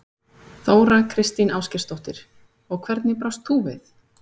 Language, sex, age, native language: Icelandic, female, 30-39, Icelandic